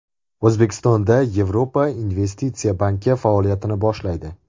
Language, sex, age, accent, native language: Uzbek, male, 18-24, Andijon, Uzbek